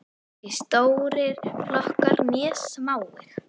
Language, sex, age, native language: Icelandic, female, 9, Icelandic